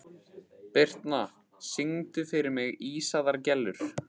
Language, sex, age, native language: Icelandic, male, 15, Icelandic